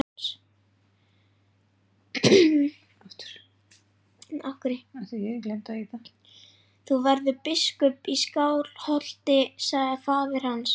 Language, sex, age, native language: Icelandic, male, 11, Icelandic